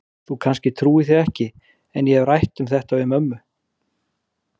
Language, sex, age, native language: Icelandic, male, 40-49, Icelandic